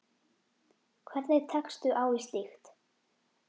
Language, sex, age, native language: Icelandic, female, 10, Icelandic